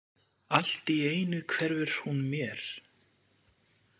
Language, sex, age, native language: Icelandic, male, 20-29, French